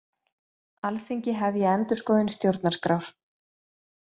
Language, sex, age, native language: Icelandic, female, 20-29, Icelandic